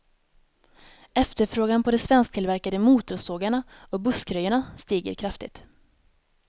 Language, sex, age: Swedish, female, 19